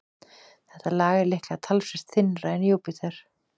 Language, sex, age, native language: Icelandic, female, 40-49, Icelandic